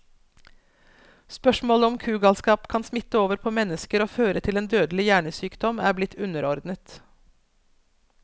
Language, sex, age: Norwegian, female, 42